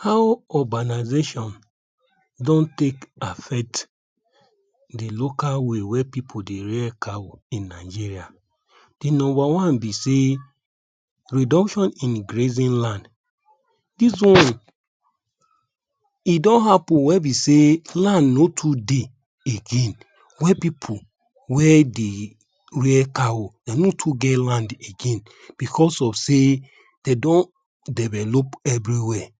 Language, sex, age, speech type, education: Nigerian Pidgin, male, 30-45, spontaneous, tertiary